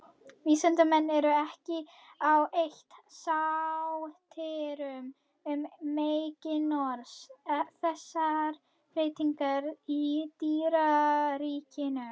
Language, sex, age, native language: Icelandic, female, 21, Icelandic